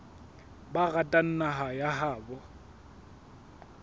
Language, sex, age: Southern Sotho, male, 21